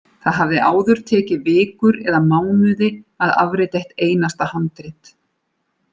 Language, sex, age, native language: Icelandic, female, 40-49, Icelandic